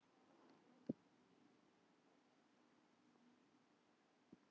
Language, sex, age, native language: Icelandic, female, 40-49, Icelandic